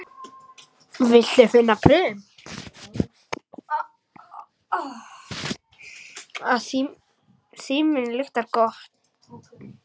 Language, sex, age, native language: Icelandic, male, 11, Icelandic